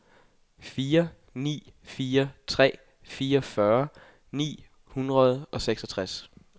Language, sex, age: Danish, male, 21